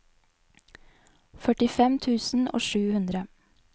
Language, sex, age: Norwegian, female, 20